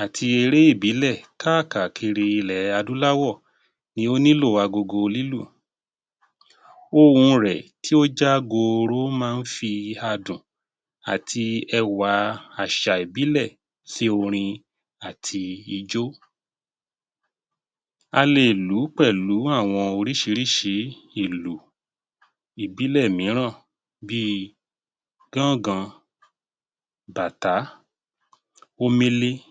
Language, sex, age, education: Yoruba, male, 30-45, tertiary